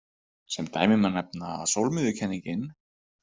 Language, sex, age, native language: Icelandic, male, 30-39, Icelandic